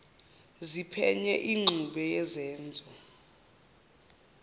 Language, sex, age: Zulu, male, 23